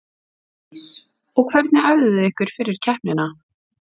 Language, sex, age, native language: Icelandic, female, 40-49, Icelandic